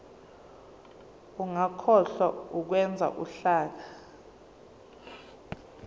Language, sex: Zulu, female